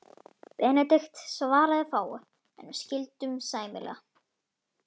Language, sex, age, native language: Icelandic, male, 11, Icelandic